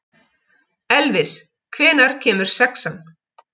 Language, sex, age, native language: Icelandic, female, 50-59, Icelandic